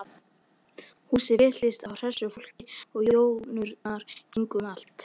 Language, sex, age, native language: Icelandic, male, 13, Icelandic